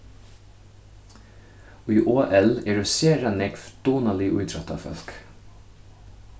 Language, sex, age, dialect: Faroese, male, 15-35, Suðurstreymoy